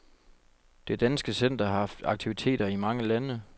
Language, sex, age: Danish, male, 25